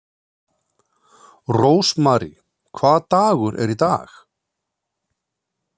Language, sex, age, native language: Icelandic, male, 30-39, Icelandic